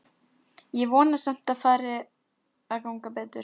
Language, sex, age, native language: Icelandic, female, 11, Icelandic